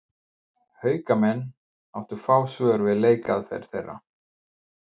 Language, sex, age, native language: Icelandic, male, 50-59, Icelandic